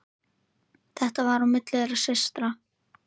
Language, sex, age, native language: Icelandic, female, 11, Icelandic